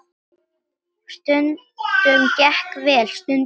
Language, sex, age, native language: Icelandic, female, 10, Icelandic